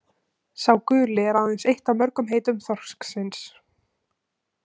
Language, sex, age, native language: Icelandic, female, 18-19, Icelandic